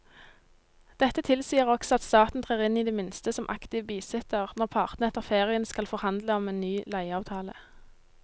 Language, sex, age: Norwegian, female, 19